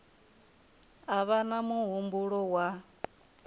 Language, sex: Venda, female